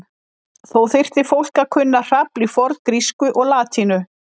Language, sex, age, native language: Icelandic, female, 50-59, Icelandic